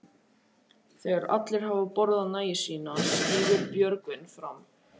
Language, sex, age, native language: Icelandic, male, 12, Icelandic